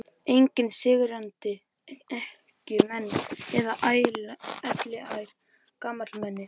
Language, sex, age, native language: Icelandic, male, 11, Icelandic